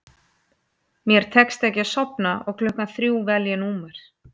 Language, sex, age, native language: Icelandic, female, 30-39, Icelandic